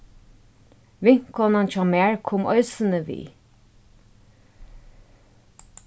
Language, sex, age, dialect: Faroese, female, 36-60, Norðurstreymoy/Eysturoy